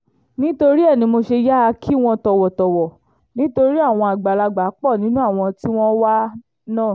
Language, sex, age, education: Yoruba, female, 15-29, tertiary